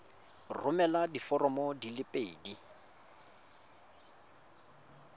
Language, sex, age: Tswana, male, 25